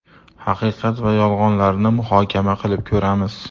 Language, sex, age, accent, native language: Uzbek, male, 35+, Farg'ona, Uzbek